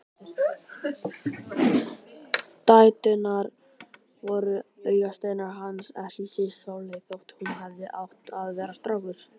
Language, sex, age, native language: Icelandic, male, 18-19, Icelandic